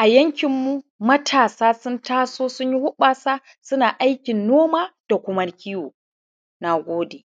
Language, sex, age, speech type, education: Hausa, male, 15-29, spontaneous, primary